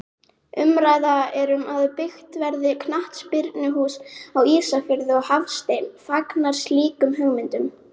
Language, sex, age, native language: Icelandic, female, 18-19, Icelandic